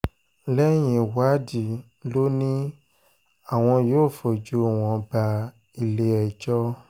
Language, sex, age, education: Yoruba, male, 15-29, tertiary